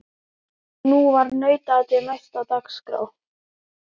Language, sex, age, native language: Icelandic, female, 11, Icelandic